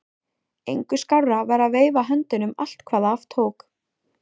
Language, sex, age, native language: Icelandic, female, 14, Icelandic